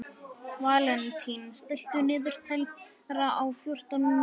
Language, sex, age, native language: Icelandic, male, 11, Icelandic